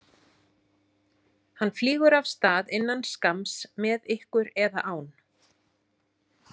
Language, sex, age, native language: Icelandic, female, 40-49, Icelandic